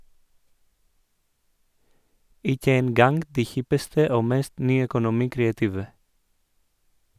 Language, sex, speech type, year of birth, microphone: Norwegian, male, read, 1986, Sennheiser